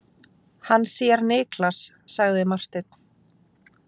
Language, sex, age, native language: Icelandic, female, 20-29, Icelandic